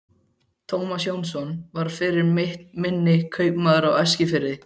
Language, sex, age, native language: Icelandic, male, 12, Icelandic